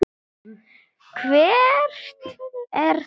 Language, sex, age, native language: Icelandic, female, 9, Icelandic